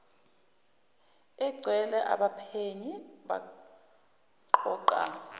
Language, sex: Zulu, female